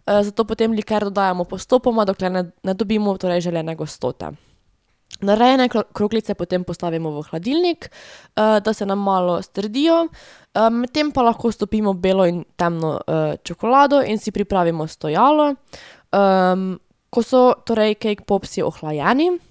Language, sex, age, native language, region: Slovenian, female, 18-29, Slovenian, Drava region